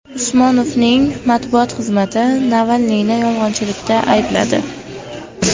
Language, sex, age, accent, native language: Uzbek, female, 12-17, Andijon, Uzbek